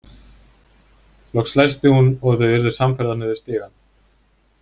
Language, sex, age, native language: Icelandic, male, 20-29, Icelandic